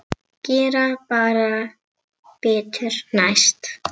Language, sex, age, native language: Icelandic, female, 7, Icelandic